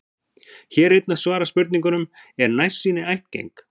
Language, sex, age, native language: Icelandic, male, 40-49, Icelandic